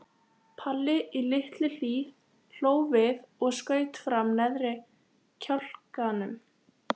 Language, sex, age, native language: Icelandic, female, 13, Icelandic